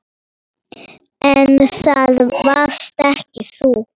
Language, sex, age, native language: Icelandic, female, 9, Polish